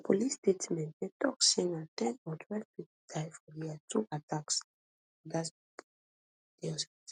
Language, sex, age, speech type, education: Nigerian Pidgin, female, 15-29, spontaneous, tertiary